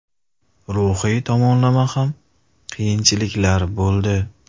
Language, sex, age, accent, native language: Uzbek, male, 18-24, Qashqadaryo, Uzbek